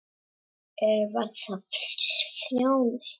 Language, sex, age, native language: Icelandic, female, 7, Czech